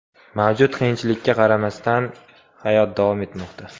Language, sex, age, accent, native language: Uzbek, male, 18-24, Farg'ona, Uzbek